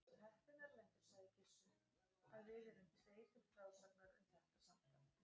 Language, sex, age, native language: Icelandic, female, 40-49, Icelandic